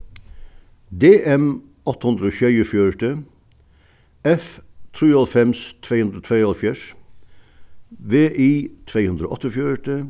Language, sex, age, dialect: Faroese, male, 61+, Suðuroy